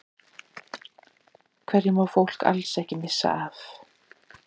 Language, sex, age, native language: Icelandic, female, 40-49, Icelandic